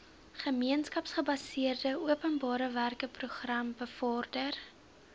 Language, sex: Afrikaans, female